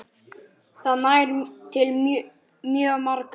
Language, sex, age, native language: Icelandic, female, 9, Icelandic